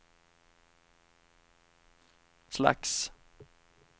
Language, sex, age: Swedish, male, 31